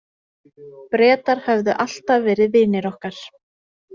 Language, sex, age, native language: Icelandic, female, 30-39, Icelandic